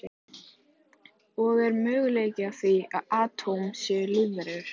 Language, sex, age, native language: Icelandic, female, 18-19, Icelandic